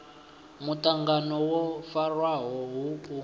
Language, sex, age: Venda, male, 24